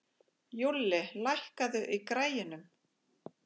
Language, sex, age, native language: Icelandic, female, 40-49, Icelandic